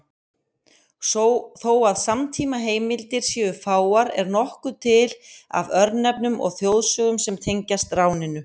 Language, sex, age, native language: Icelandic, female, 50-59, Icelandic